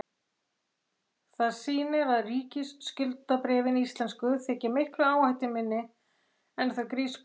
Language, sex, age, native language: Icelandic, female, 40-49, Icelandic